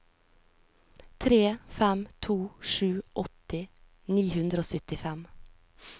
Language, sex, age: Norwegian, female, 36